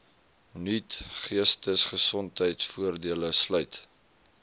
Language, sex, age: Afrikaans, male, 20